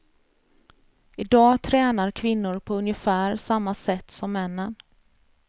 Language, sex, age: Swedish, female, 33